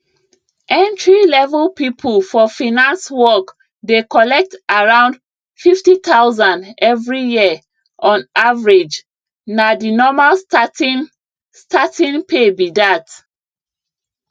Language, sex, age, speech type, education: Nigerian Pidgin, female, 30-45, spontaneous, tertiary